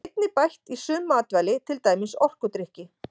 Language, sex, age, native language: Icelandic, female, 40-49, Icelandic